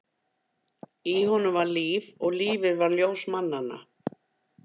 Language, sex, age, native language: Icelandic, female, 50-59, Icelandic